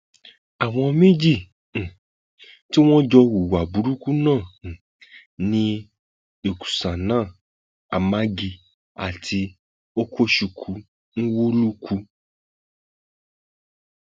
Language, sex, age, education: Yoruba, male, 30-45, tertiary